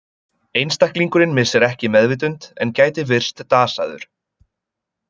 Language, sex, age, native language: Icelandic, male, 20-29, Icelandic